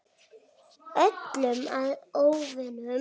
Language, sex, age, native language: Icelandic, female, 7, Icelandic